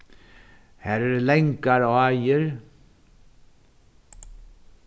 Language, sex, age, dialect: Faroese, male, 61+, Norðuroyggjar